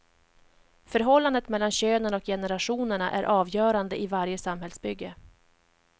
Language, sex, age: Swedish, female, 31